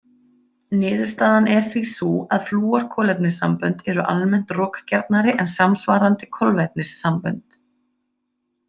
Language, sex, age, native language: Icelandic, female, 30-39, Icelandic